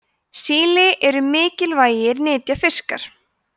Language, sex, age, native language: Icelandic, female, 20-29, Icelandic